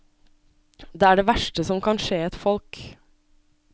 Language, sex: Norwegian, female